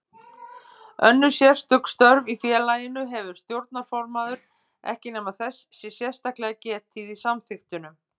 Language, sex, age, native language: Icelandic, female, 50-59, Icelandic